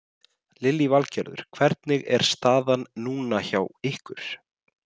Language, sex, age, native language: Icelandic, male, 30-39, Icelandic